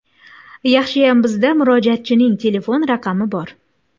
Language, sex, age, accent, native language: Uzbek, female, 18-24, Xorazm, Uzbek